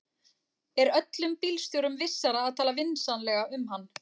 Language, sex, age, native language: Icelandic, female, 40-49, Icelandic